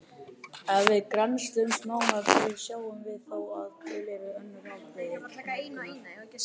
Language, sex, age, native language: Icelandic, female, 30-39, Icelandic